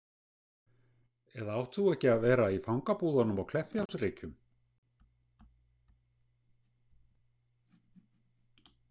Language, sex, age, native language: Icelandic, male, 60-69, Icelandic